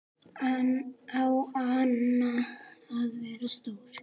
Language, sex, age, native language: Icelandic, female, 8, Icelandic